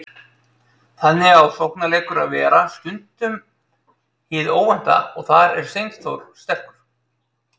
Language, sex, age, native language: Icelandic, male, 30-39, Icelandic